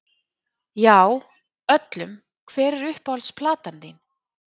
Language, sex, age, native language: Icelandic, female, 30-39, Icelandic